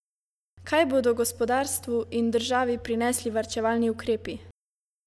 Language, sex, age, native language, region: Slovenian, female, 18-29, Slovenian, Savinja region